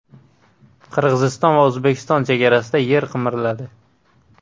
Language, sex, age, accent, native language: Uzbek, male, 18-24, Andijon, Uzbek